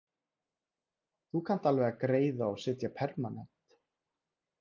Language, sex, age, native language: Icelandic, male, 30-39, Icelandic